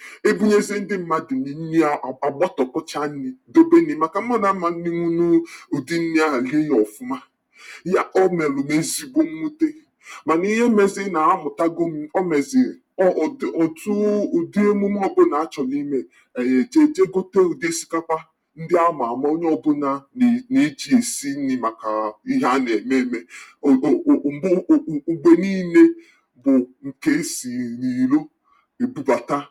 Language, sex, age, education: Igbo, male, 30-45, tertiary